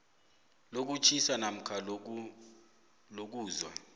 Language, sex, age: South Ndebele, male, 25